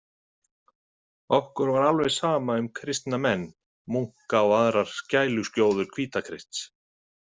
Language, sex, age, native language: Icelandic, male, 30-39, Icelandic